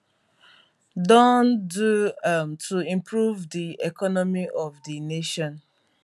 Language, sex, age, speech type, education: Nigerian Pidgin, female, 15-29, spontaneous, tertiary